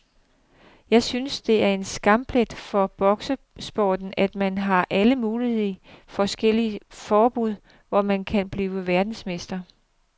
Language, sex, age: Danish, female, 42